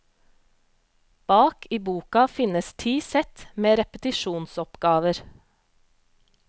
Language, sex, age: Norwegian, female, 35